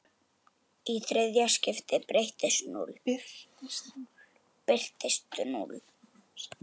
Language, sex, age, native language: Icelandic, male, 10, Icelandic